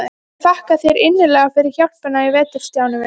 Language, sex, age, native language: Icelandic, female, 12, Icelandic